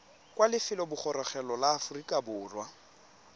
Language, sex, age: Tswana, male, 23